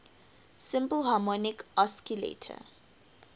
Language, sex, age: English, female, 18